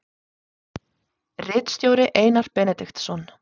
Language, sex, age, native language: Icelandic, female, 30-39, Icelandic